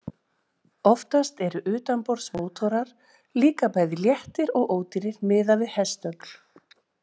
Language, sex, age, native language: Icelandic, female, 40-49, Icelandic